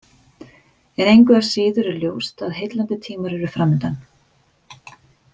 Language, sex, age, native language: Icelandic, female, 50-59, Icelandic